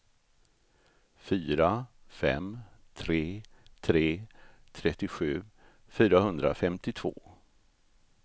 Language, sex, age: Swedish, male, 64